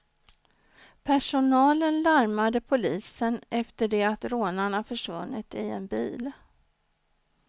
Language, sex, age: Swedish, female, 49